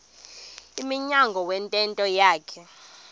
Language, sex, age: Xhosa, female, 22